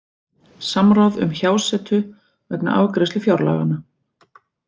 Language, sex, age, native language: Icelandic, female, 40-49, Icelandic